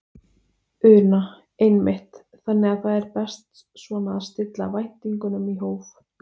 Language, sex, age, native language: Icelandic, female, 20-29, Icelandic